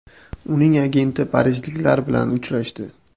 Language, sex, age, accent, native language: Uzbek, male, 18-24, Toshkent shahri, Uzbek